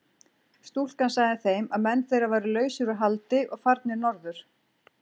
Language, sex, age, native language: Icelandic, female, 40-49, Icelandic